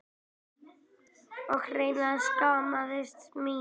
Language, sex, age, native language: Icelandic, male, 18-19, Icelandic